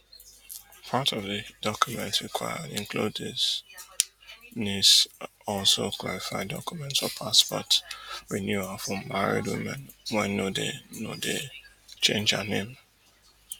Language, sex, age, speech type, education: Nigerian Pidgin, male, 30-45, spontaneous, tertiary